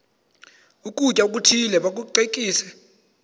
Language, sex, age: Xhosa, male, 22